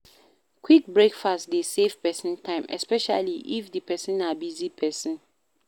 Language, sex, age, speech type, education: Nigerian Pidgin, female, 15-29, read, primary